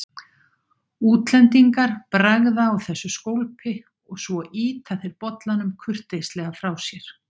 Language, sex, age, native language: Icelandic, female, 60-69, Icelandic